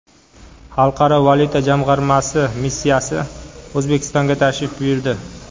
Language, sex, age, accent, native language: Uzbek, male, 25-34, Qashqadaryo, Uzbek